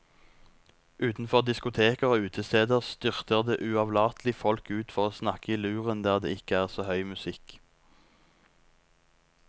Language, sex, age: Norwegian, male, 19